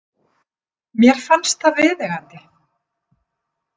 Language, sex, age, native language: Icelandic, female, 50-59, Icelandic